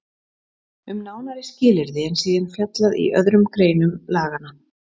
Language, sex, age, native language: Icelandic, female, 40-49, Icelandic